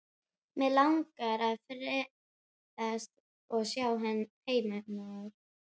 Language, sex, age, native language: Icelandic, female, 12, Icelandic